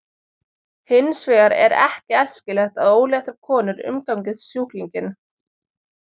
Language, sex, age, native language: Icelandic, female, 20-29, Icelandic